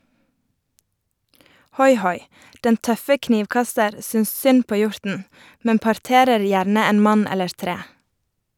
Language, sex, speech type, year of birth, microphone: Norwegian, female, read, 1989, Shure